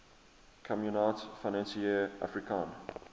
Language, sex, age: English, male, 23